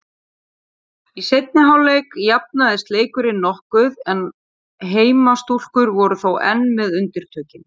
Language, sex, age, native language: Icelandic, female, 40-49, Icelandic